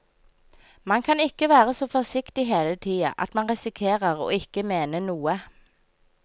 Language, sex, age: Norwegian, female, 24